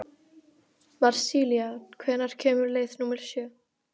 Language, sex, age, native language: Icelandic, female, 12, Icelandic